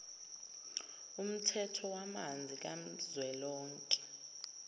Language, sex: Zulu, female